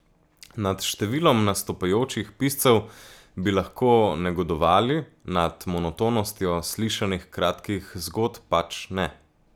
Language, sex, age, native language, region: Slovenian, male, 18-29, Slovenian, Gorica region